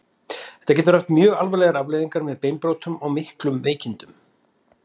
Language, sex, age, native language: Icelandic, male, 50-59, Icelandic